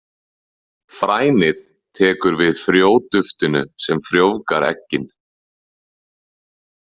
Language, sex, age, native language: Icelandic, male, 30-39, Icelandic